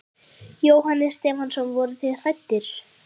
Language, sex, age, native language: Icelandic, female, 11, Icelandic